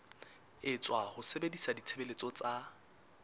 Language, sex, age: Southern Sotho, male, 19